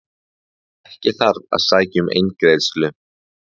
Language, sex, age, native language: Icelandic, male, 20-29, Icelandic